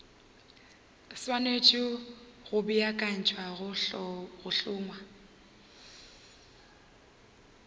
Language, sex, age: Northern Sotho, female, 21